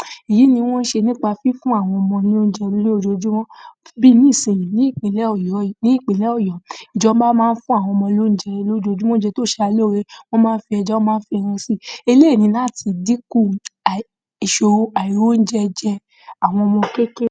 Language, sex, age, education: Yoruba, female, 46-60, secondary